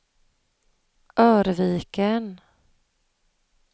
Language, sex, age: Swedish, female, 35